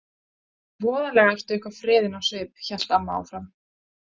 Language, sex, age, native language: Icelandic, female, 20-29, Icelandic